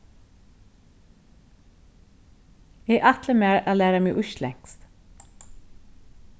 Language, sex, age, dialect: Faroese, female, 36-60, Norðurstreymoy/Eysturoy